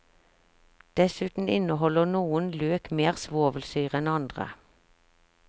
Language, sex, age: Norwegian, female, 46